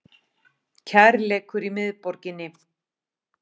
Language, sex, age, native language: Icelandic, female, 40-49, Icelandic